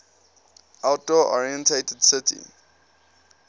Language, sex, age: English, male, 19